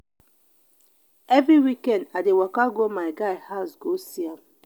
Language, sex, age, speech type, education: Nigerian Pidgin, female, 30-45, spontaneous, tertiary